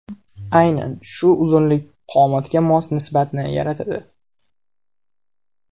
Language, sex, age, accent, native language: Uzbek, male, 18-24, Namangan, Uzbek